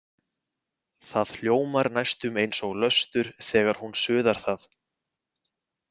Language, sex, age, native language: Icelandic, male, 20-29, Icelandic